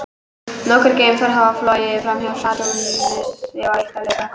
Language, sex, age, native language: Icelandic, female, 18-19, Icelandic